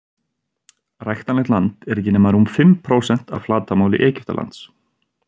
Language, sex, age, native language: Icelandic, male, 30-39, Icelandic